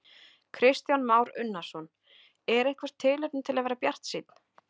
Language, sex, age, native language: Icelandic, female, 30-39, Icelandic